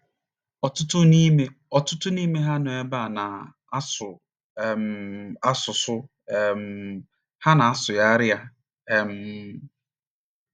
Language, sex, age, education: Igbo, male, 30-45, tertiary